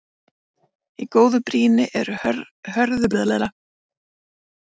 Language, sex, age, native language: Icelandic, female, 40-49, Icelandic